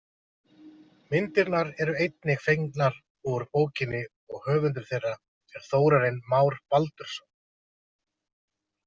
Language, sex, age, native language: Icelandic, male, 30-39, Icelandic